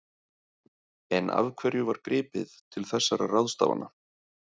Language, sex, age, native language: Icelandic, male, 30-39, Icelandic